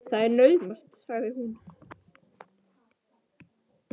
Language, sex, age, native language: Icelandic, male, 11, Icelandic